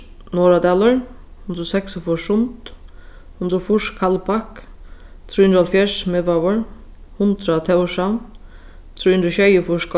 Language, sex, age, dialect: Faroese, female, 15-35, Sandoy